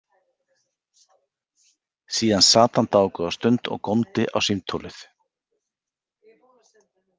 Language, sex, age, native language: Icelandic, male, 40-49, Icelandic